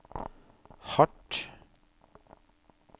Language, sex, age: Norwegian, male, 30